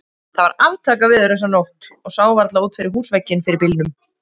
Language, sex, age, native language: Icelandic, female, 20-29, Icelandic